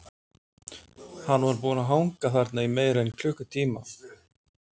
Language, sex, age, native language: Icelandic, male, 40-49, Icelandic